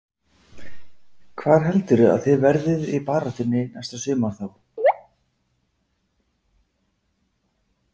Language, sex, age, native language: Icelandic, male, 40-49, Icelandic